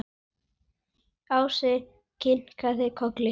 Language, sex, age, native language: Icelandic, male, 9, Icelandic